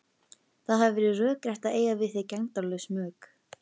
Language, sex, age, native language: Icelandic, female, 11, Icelandic